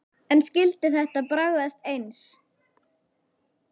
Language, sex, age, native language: Icelandic, female, 10, Icelandic